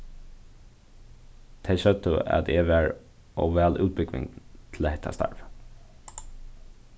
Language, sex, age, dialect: Faroese, male, 15-35, Suðurstreymoy